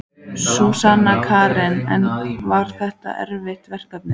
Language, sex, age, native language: Icelandic, female, 14, Icelandic